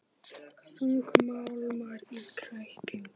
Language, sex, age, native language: Icelandic, male, 18-19, Icelandic